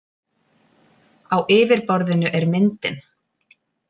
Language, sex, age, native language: Icelandic, female, 30-39, Icelandic